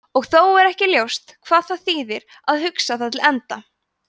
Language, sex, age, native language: Icelandic, female, 20-29, Icelandic